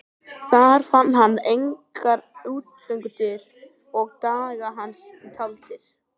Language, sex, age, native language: Icelandic, male, 13, Icelandic